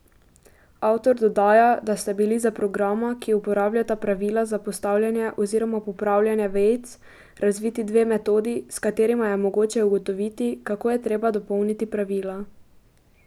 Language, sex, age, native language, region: Slovenian, female, 12-17, Slovenian, Pomurje region